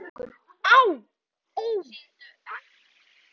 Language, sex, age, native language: Icelandic, male, 10, Icelandic